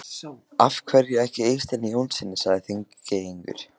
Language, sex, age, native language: Icelandic, male, 15, Icelandic